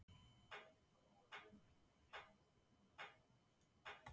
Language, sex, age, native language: Icelandic, female, 60-69, Icelandic